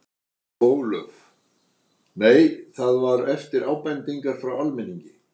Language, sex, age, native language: Icelandic, male, 60-69, Icelandic